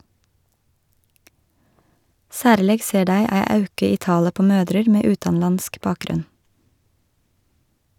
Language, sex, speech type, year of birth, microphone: Norwegian, female, read, 1982, Shure